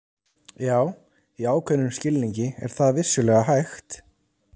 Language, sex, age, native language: Icelandic, male, 30-39, Icelandic